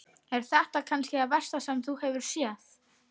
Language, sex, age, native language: Icelandic, female, 60-69, Icelandic